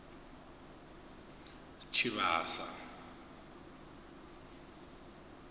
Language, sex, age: Venda, male, 22